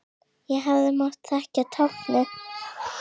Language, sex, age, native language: Icelandic, female, 8, Icelandic